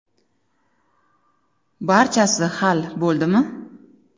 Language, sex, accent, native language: Uzbek, female, Samarqand, Uzbek